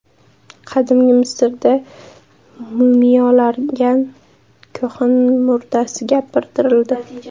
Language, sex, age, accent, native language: Uzbek, female, 18-24, Andijon, Uzbek